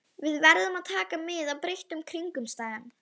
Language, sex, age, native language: Icelandic, female, 11, Icelandic